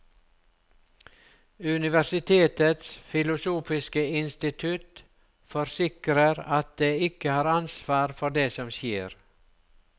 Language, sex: Norwegian, male